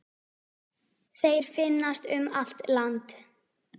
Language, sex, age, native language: Icelandic, female, 10, Icelandic